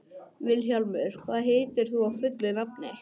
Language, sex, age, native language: Icelandic, male, 11, English